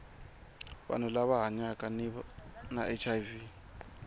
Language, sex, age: Tsonga, male, 25